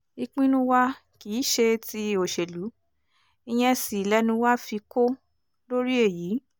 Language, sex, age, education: Yoruba, female, 15-29, tertiary